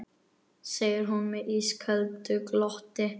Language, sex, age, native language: Icelandic, male, 9, Icelandic